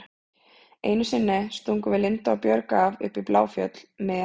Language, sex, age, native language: Icelandic, female, 30-39, Icelandic